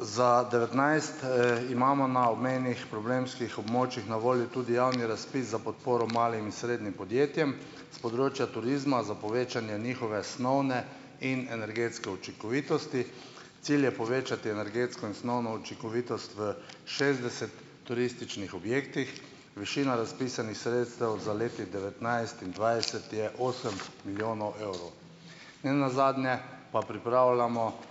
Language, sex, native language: Slovenian, male, Slovenian